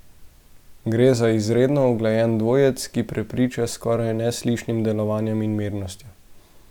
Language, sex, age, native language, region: Slovenian, male, 18-29, Slovenian, Central Slovenia